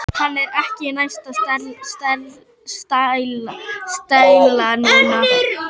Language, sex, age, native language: Icelandic, female, 11, Icelandic